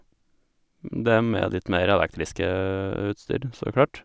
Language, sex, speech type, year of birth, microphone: Norwegian, male, spontaneous, 1987, Sennheiser